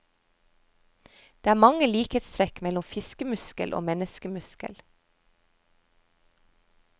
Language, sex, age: Norwegian, female, 30